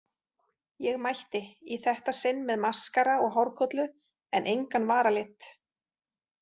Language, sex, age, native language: Icelandic, female, 40-49, Icelandic